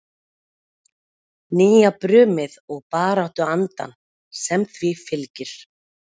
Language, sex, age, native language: Icelandic, female, 40-49, Icelandic